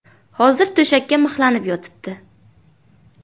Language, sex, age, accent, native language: Uzbek, female, 18-24, Buxoro, Uzbek